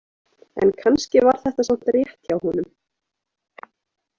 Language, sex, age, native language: Icelandic, female, 20-29, Icelandic